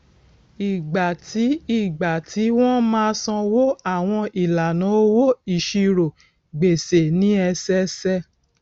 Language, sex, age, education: Yoruba, female, 46-60, tertiary